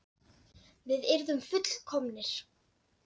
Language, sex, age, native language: Icelandic, female, 10, Dutch